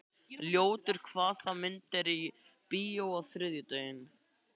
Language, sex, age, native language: Icelandic, male, 11, Icelandic